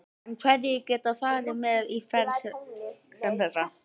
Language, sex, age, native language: Icelandic, female, 13, Icelandic